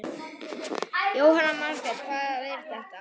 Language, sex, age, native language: Icelandic, male, 9, Icelandic